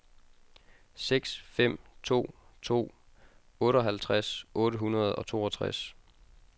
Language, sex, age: Danish, male, 22